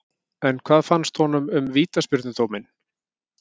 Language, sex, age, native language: Icelandic, male, 50-59, Icelandic